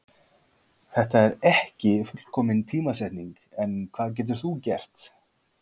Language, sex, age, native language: Icelandic, male, 40-49, Icelandic